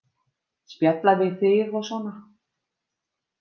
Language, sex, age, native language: Icelandic, female, 50-59, Icelandic